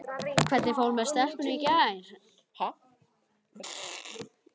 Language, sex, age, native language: Icelandic, male, 12, Icelandic